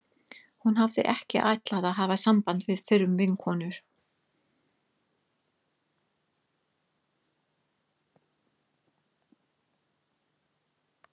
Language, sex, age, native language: Icelandic, female, 50-59, English